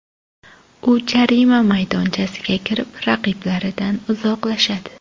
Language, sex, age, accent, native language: Uzbek, female, 25-34, Toshkent shahri, Uzbek